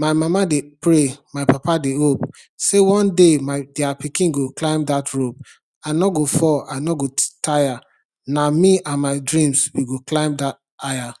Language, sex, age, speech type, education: Nigerian Pidgin, male, 30-45, spontaneous, tertiary